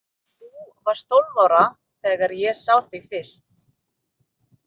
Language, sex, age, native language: Icelandic, female, 30-39, Filipino